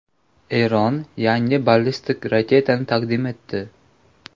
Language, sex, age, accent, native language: Uzbek, male, 18-24, Namangan, Uzbek